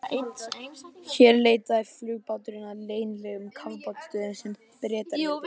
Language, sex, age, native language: Icelandic, male, 11, Icelandic